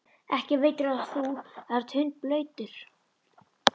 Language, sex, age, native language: Icelandic, female, 11, Icelandic